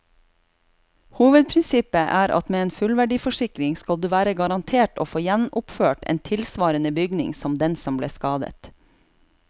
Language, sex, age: Norwegian, female, 36